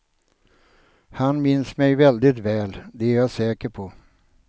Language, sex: Swedish, male